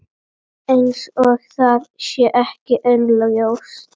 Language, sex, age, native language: Icelandic, female, 12, Icelandic